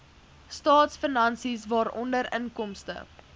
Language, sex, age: Afrikaans, female, 19